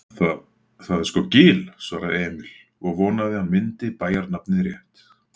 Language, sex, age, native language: Icelandic, male, 40-49, Icelandic